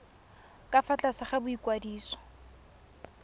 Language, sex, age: Tswana, female, 20